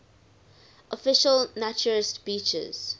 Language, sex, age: English, female, 19